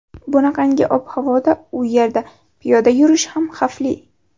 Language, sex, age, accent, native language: Uzbek, female, 12-17, Navoiy, Uzbek